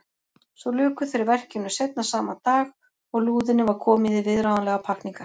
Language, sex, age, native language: Icelandic, female, 40-49, Icelandic